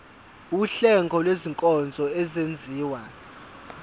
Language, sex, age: Zulu, male, 24